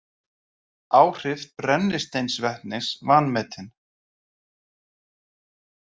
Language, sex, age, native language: Icelandic, male, 30-39, Icelandic